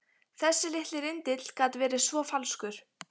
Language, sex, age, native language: Icelandic, female, 15, Icelandic